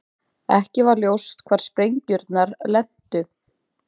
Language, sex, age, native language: Icelandic, female, 20-29, Icelandic